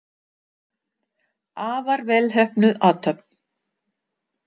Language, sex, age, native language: Icelandic, female, 60-69, Icelandic